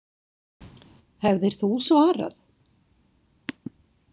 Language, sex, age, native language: Icelandic, female, 60-69, Icelandic